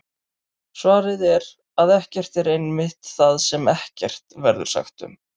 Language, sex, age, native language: Icelandic, male, 30-39, Icelandic